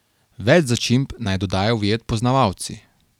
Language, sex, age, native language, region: Slovenian, male, 18-29, Slovenian, Carinthia region